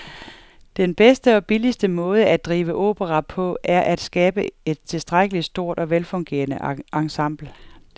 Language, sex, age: Danish, female, 47